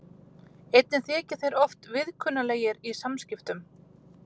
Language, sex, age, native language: Icelandic, female, 30-39, Icelandic